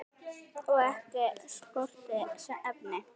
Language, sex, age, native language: Icelandic, female, 9, Icelandic